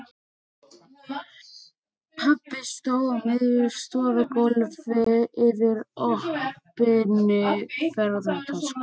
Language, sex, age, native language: Icelandic, male, 12, Icelandic